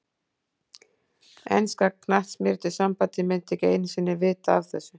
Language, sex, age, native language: Icelandic, female, 40-49, Icelandic